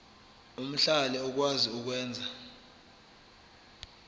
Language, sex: Zulu, male